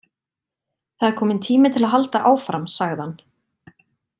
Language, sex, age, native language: Icelandic, female, 20-29, Icelandic